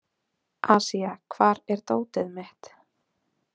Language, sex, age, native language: Icelandic, female, 20-29, Icelandic